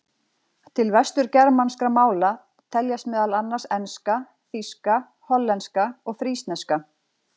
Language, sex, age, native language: Icelandic, female, 40-49, Icelandic